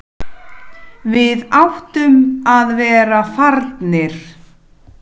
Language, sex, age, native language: Icelandic, female, 9, Icelandic